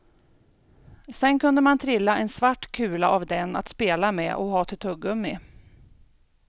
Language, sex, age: Swedish, female, 42